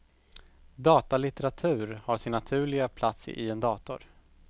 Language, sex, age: Swedish, male, 17